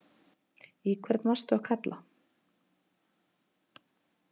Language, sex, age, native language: Icelandic, female, 30-39, Icelandic